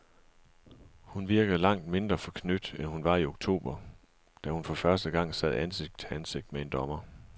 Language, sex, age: Danish, male, 37